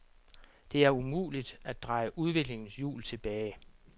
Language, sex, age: Danish, male, 47